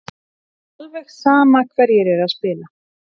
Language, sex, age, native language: Icelandic, female, 30-39, Icelandic